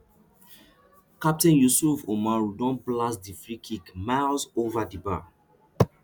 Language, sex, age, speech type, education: Nigerian Pidgin, male, 15-29, spontaneous, tertiary